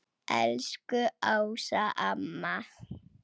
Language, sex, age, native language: Icelandic, female, 10, Icelandic